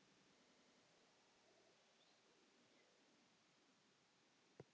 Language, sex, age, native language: Icelandic, female, 10, Icelandic